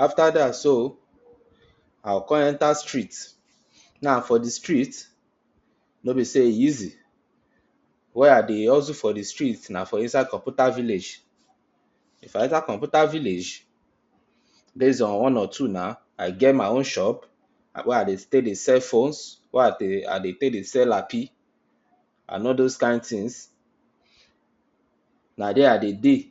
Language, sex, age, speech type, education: Nigerian Pidgin, male, 46-60, spontaneous, tertiary